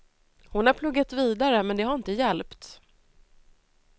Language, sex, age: Swedish, female, 30